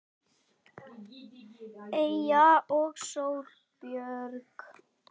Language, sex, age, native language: Icelandic, male, 8, Icelandic